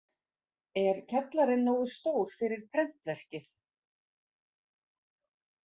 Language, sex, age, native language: Icelandic, female, 40-49, Icelandic